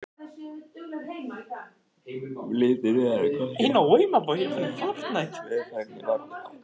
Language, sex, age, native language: Icelandic, male, 18-19, Icelandic